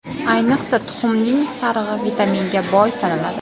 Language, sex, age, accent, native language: Uzbek, female, 18-24, Surxondaryo, Uzbek